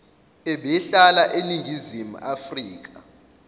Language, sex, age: Zulu, male, 21